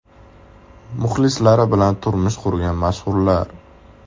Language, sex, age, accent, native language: Uzbek, male, 18-24, Andijon, Uzbek